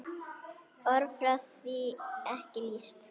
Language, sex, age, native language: Icelandic, female, 9, Icelandic